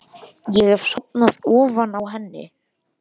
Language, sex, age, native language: Icelandic, male, 12, Icelandic